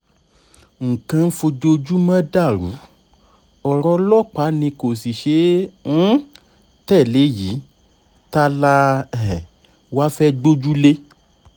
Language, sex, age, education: Yoruba, male, 30-45, tertiary